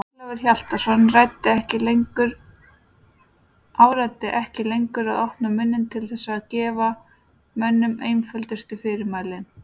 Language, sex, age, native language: Icelandic, female, 30-39, Icelandic